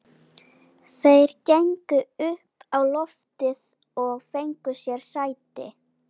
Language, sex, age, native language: Icelandic, female, 11, Icelandic